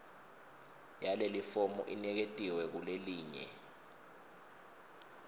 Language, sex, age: Swati, male, 22